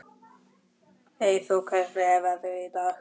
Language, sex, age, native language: Icelandic, male, 12, Icelandic